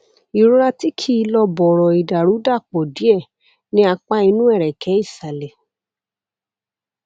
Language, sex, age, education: Yoruba, female, 30-45, tertiary